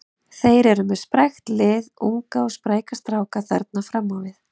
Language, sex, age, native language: Icelandic, female, 30-39, Icelandic